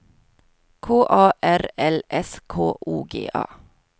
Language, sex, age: Swedish, female, 22